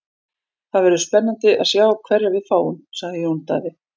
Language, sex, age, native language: Icelandic, female, 40-49, Icelandic